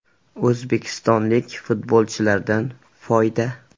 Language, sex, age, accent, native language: Uzbek, male, 18-24, Surxondaryo, Uzbek